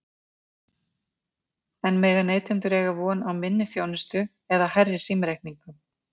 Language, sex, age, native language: Icelandic, female, 50-59, Icelandic